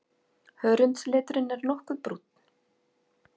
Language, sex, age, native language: Icelandic, female, 50-59, Icelandic